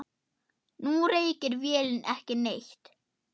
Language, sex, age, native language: Icelandic, female, 8, German